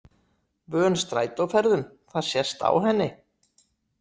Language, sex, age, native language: Icelandic, female, 60-69, Icelandic